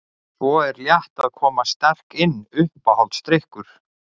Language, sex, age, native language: Icelandic, male, 40-49, Icelandic